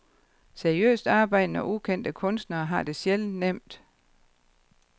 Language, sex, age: Danish, female, 52